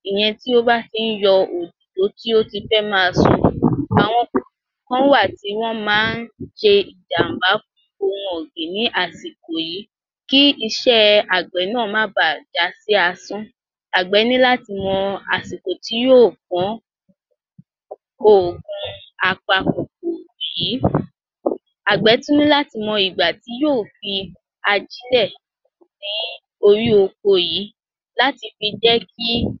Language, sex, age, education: Yoruba, female, 46-60, tertiary